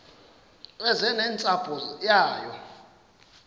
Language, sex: Xhosa, male